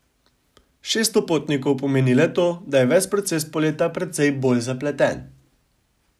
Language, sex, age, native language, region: Slovenian, male, 18-29, Slovenian, Savinja region